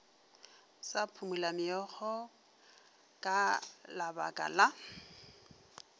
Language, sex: Northern Sotho, female